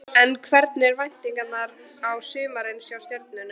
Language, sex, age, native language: Icelandic, female, 13, Icelandic